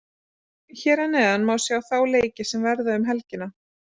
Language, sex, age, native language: Icelandic, female, 30-39, Icelandic